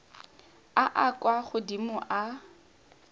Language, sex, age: Tswana, female, 18